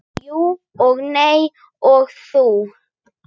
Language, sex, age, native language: Icelandic, female, 9, Icelandic